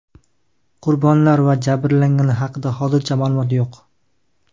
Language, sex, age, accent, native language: Uzbek, male, 19-29, Qashqadaryo, Uzbek